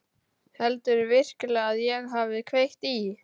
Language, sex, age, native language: Icelandic, male, 12, Icelandic